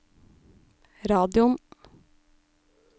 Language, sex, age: Norwegian, female, 37